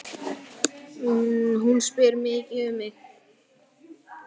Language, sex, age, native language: Icelandic, male, 9, Icelandic